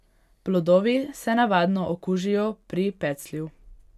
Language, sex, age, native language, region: Slovenian, female, 18-29, Hungarian, Pomurje region